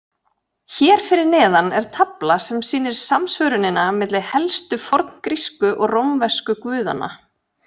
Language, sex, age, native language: Icelandic, female, 40-49, Icelandic